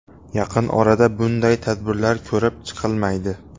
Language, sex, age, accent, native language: Uzbek, male, 18-24, Xorazm, Uzbek